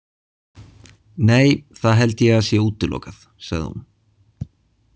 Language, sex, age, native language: Icelandic, male, 20-29, Icelandic